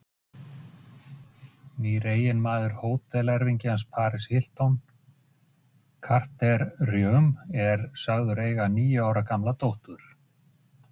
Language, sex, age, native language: Icelandic, male, 50-59, Icelandic